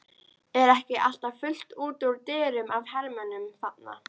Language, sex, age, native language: Icelandic, female, 13, Icelandic